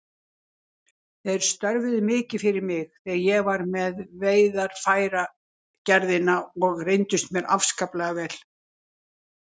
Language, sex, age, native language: Icelandic, female, 60-69, Icelandic